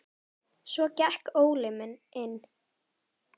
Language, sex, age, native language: Icelandic, female, 10, Icelandic